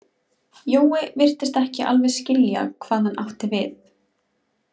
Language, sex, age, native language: Icelandic, female, 20-29, Icelandic